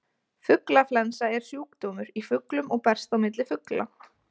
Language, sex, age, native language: Icelandic, female, 20-29, Icelandic